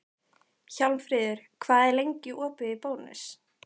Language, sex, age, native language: Icelandic, female, 15, Icelandic